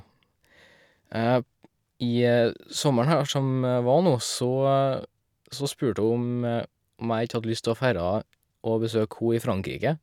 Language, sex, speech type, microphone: Norwegian, male, spontaneous, Shure